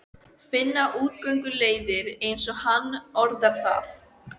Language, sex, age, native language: Icelandic, female, 14, Icelandic